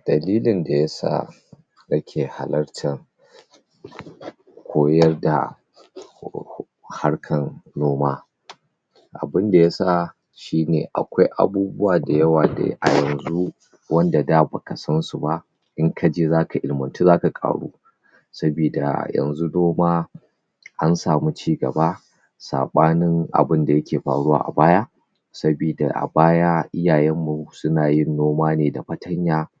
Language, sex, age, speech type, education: Hausa, male, 30-45, spontaneous, tertiary